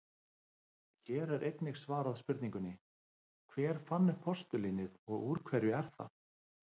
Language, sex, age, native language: Icelandic, male, 50-59, Icelandic